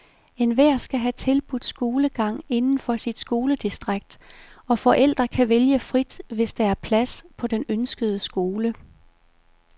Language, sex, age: Danish, female, 51